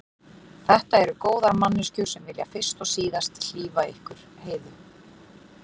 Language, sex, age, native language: Icelandic, female, 40-49, Icelandic